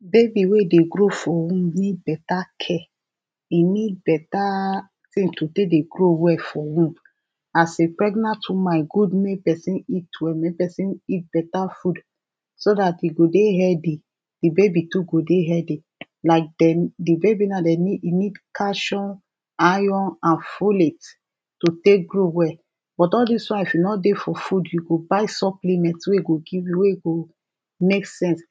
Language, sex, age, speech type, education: Nigerian Pidgin, male, 30-45, spontaneous, tertiary